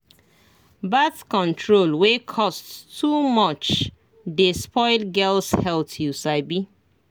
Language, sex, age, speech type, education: Nigerian Pidgin, female, 30-45, spontaneous, tertiary